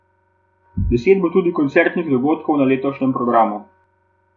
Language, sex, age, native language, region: Slovenian, male, 18-29, Slovenian, Gorenjska region